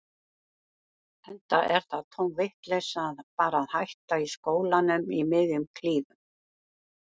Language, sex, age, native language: Icelandic, female, 70-79, Icelandic